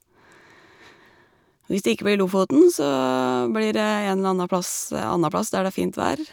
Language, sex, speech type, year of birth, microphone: Norwegian, female, spontaneous, 1985, Shure